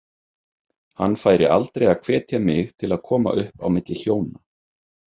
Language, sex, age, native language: Icelandic, male, 30-39, Icelandic